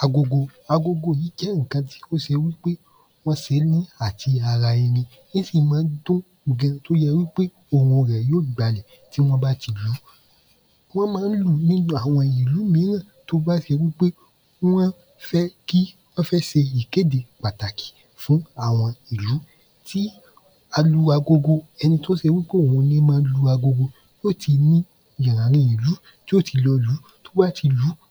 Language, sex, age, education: Yoruba, male, 15-29, tertiary